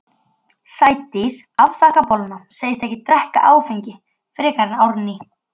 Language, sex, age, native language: Icelandic, female, 12, Icelandic